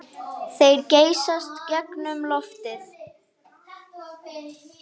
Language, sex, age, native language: Icelandic, female, 5, Icelandic